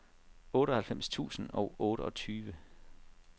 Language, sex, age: Danish, male, 32